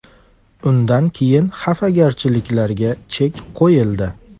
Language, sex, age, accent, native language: Uzbek, male, 18-24, Farg'ona, Uzbek